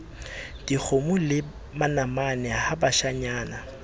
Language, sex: Southern Sotho, male